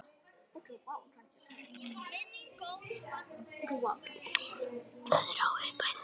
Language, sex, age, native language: Icelandic, female, 10, Icelandic